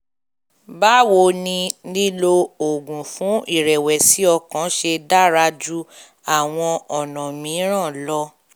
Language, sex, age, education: Yoruba, female, 15-29, tertiary